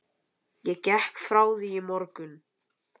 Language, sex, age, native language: Icelandic, male, 11, Icelandic